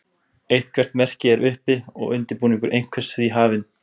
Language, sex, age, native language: Icelandic, male, 20-29, Icelandic